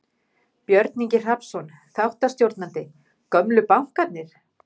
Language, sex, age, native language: Icelandic, female, 50-59, Icelandic